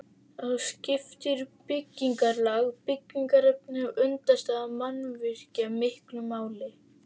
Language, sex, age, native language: Icelandic, female, 11, Icelandic